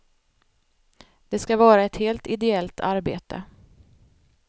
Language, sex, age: Swedish, female, 45